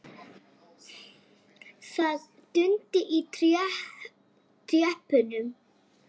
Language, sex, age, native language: Icelandic, female, 30-39, Icelandic